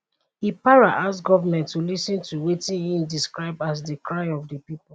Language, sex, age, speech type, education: Nigerian Pidgin, female, 30-45, spontaneous, tertiary